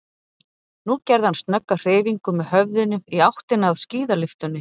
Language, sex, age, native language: Icelandic, female, 40-49, Icelandic